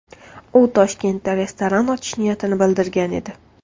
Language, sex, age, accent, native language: Uzbek, female, 19-29, Toshkent viloyati, Uzbek